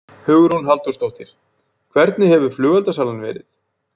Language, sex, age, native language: Icelandic, male, 40-49, Icelandic